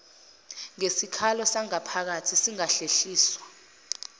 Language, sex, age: Zulu, female, 25